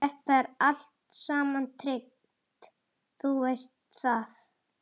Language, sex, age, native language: Icelandic, female, 40-49, Italian